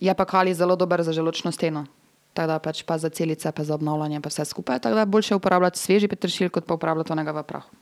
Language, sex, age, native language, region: Slovenian, female, 18-29, Serbian, Drava region